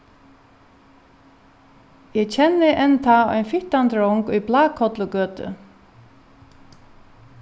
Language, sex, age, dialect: Faroese, female, 36-60, Norðuroyggjar